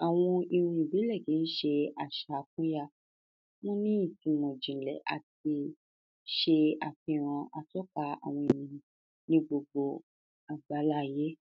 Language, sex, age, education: Yoruba, female, 15-29, tertiary